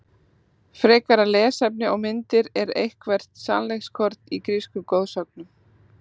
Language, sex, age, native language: Icelandic, female, 30-39, Icelandic